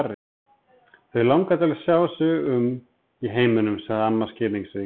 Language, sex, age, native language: Icelandic, male, 30-39, Icelandic